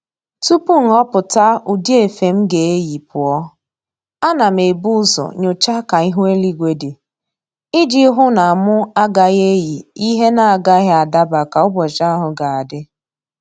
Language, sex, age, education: Igbo, female, 30-45, tertiary